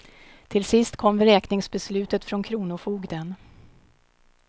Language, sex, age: Swedish, female, 52